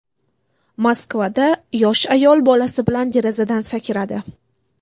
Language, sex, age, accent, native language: Uzbek, female, 18-24, Buxoro, Uzbek